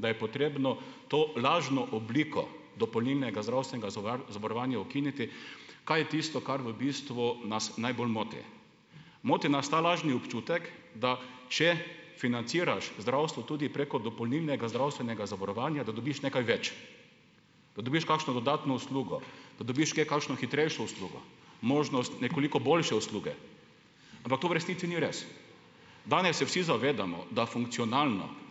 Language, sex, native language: Slovenian, male, Slovenian